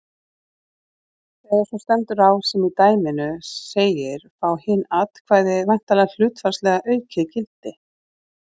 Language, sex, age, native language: Icelandic, female, 40-49, Icelandic